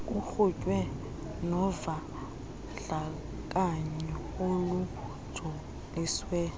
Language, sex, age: Xhosa, female, 23